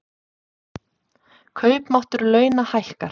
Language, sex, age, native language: Icelandic, female, 30-39, Icelandic